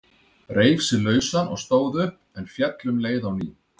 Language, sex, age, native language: Icelandic, male, 30-39, Icelandic